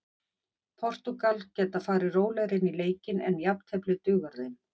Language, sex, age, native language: Icelandic, female, 50-59, Icelandic